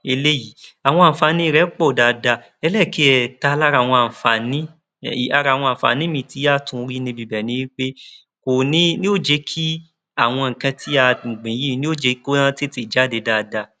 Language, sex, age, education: Yoruba, male, 30-45, tertiary